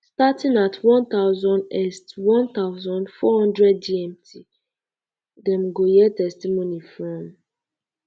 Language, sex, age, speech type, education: Nigerian Pidgin, female, 15-29, spontaneous, secondary